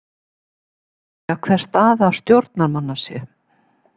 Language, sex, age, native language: Icelandic, female, 70-79, Icelandic